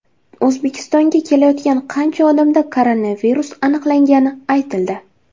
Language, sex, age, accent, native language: Uzbek, female, 19-29, Samarqand, Uzbek